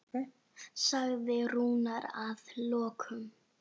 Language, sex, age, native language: Icelandic, female, 8, Icelandic